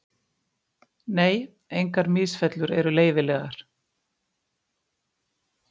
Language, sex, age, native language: Icelandic, female, 50-59, Icelandic